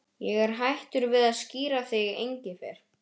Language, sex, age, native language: Icelandic, male, 12, Icelandic